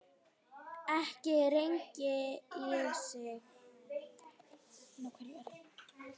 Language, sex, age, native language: Icelandic, female, 9, Icelandic